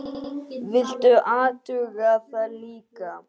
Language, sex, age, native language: Icelandic, female, 8, Icelandic